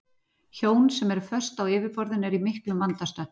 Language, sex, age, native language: Icelandic, female, 40-49, Icelandic